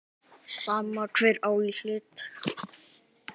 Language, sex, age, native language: Icelandic, female, 60-69, Icelandic